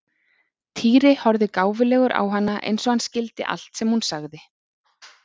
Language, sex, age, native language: Icelandic, female, 30-39, Icelandic